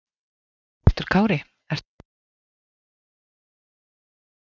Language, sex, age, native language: Icelandic, female, 40-49, Icelandic